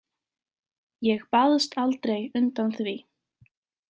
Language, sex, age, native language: Icelandic, female, 20-29, Icelandic